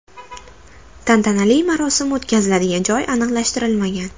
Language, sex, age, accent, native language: Uzbek, female, 19-29, Toshkent shahri, Uzbek